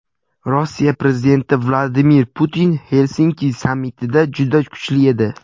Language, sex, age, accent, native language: Uzbek, male, under 19, Toshkent viloyati, Uzbek